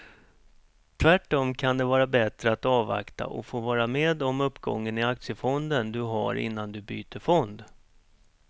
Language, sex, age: Swedish, male, 47